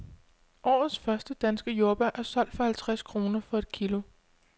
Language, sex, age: Danish, female, 25